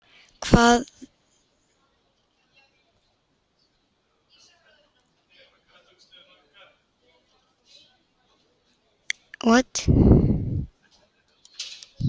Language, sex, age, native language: Icelandic, male, 10, Icelandic